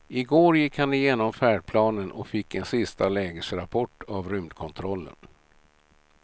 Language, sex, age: Swedish, male, 67